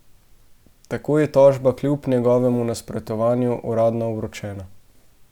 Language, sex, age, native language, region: Slovenian, male, 18-29, Slovenian, Central Slovenia